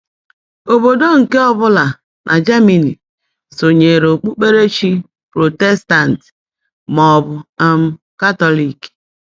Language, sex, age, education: Igbo, female, 30-45, tertiary